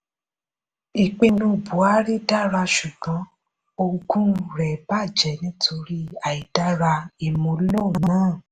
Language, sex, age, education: Yoruba, female, 30-45, tertiary